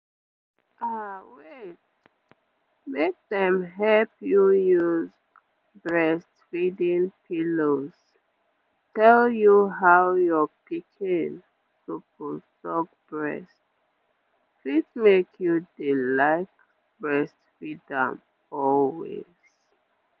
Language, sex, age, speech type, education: Nigerian Pidgin, female, 15-29, spontaneous, tertiary